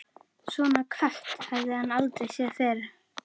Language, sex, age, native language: Icelandic, female, 11, Icelandic